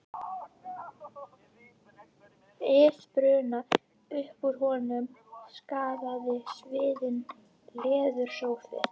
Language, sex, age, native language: Icelandic, female, 11, Icelandic